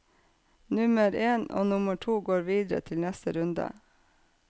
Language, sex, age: Norwegian, female, 48